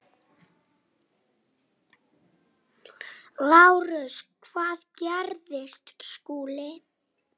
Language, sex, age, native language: Icelandic, male, 7, Icelandic